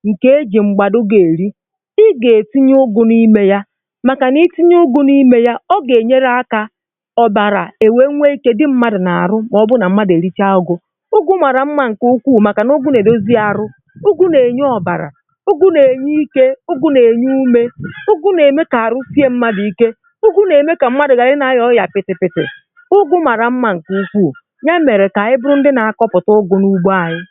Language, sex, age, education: Igbo, female, 30-45, primary